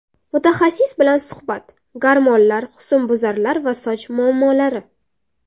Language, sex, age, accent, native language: Uzbek, female, 18-24, Samarqand, Uzbek